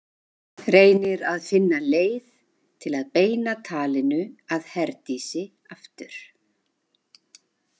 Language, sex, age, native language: Icelandic, female, 50-59, Icelandic